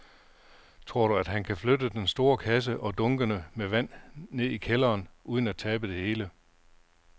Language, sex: Danish, male